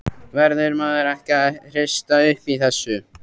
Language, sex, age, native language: Icelandic, male, 14, Icelandic